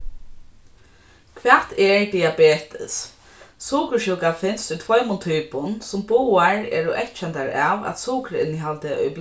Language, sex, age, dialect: Faroese, female, 15-35, Norðurstreymoy/Eysturoy